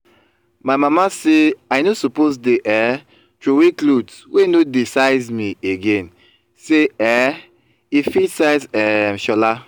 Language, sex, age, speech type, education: Nigerian Pidgin, male, 30-45, spontaneous, tertiary